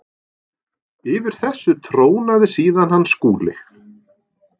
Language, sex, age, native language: Icelandic, male, 40-49, Norwegian